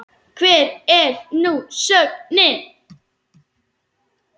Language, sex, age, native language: Icelandic, female, 10, Icelandic